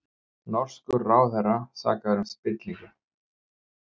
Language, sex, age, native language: Icelandic, male, 50-59, Icelandic